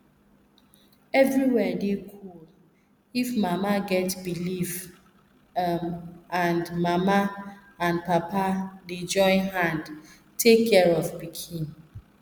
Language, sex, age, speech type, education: Nigerian Pidgin, female, 30-45, spontaneous, tertiary